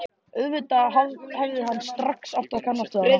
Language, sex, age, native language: Icelandic, male, 13, Icelandic